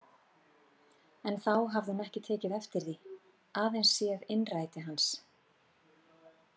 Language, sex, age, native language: Icelandic, female, 40-49, Icelandic